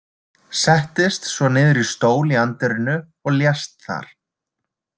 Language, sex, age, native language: Icelandic, male, 20-29, Icelandic